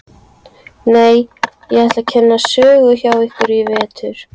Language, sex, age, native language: Icelandic, female, 13, Icelandic